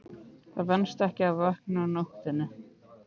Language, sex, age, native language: Icelandic, male, 15, Icelandic